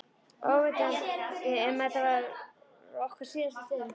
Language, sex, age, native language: Icelandic, female, 11, Icelandic